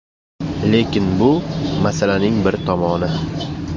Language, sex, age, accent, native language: Uzbek, male, 25-34, Jizzax, Uzbek